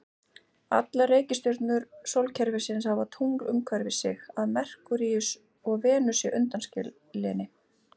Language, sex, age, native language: Icelandic, female, 40-49, Icelandic